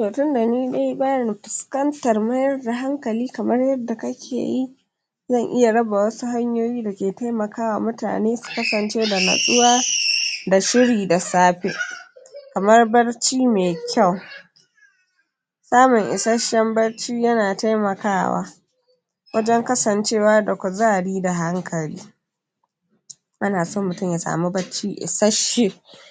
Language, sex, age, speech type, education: Hausa, female, 46-60, spontaneous, tertiary